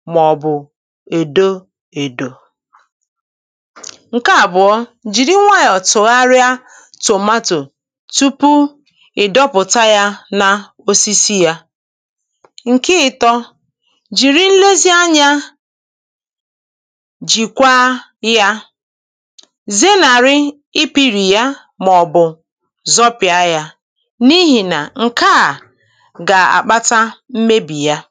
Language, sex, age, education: Igbo, female, 30-45, primary